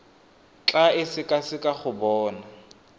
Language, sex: Tswana, male